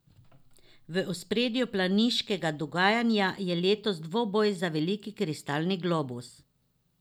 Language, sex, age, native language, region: Slovenian, female, 50-59, Slovenian, Drava region